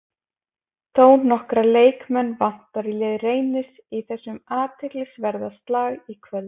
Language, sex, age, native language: Icelandic, female, 20-29, Icelandic